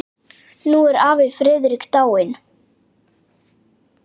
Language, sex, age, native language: Icelandic, male, 10, Icelandic